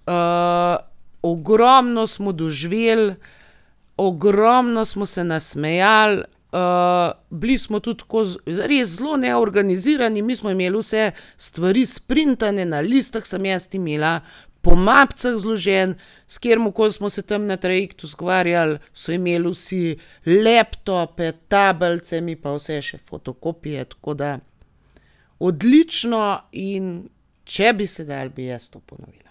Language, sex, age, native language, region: Slovenian, female, 30-49, Slovenian, Gorenjska region